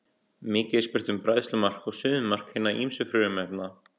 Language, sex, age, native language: Icelandic, male, 18-19, Icelandic